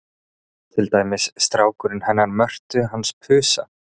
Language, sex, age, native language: Icelandic, male, 30-39, Icelandic